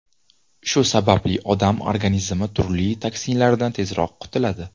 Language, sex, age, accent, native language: Uzbek, male, 19-29, Toshkent viloyati, Uzbek